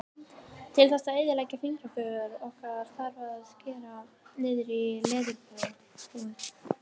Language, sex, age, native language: Icelandic, female, 18-19, Icelandic